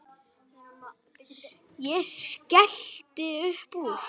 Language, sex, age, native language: Icelandic, male, 9, Icelandic